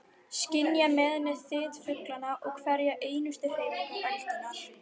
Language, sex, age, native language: Icelandic, female, 12, Icelandic